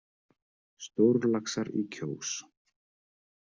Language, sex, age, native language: Icelandic, male, 30-39, Icelandic